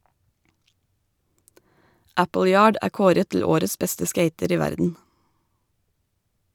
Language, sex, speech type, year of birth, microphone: Norwegian, female, read, 1985, Shure